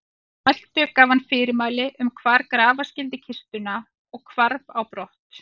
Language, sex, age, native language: Icelandic, female, 40-49, Icelandic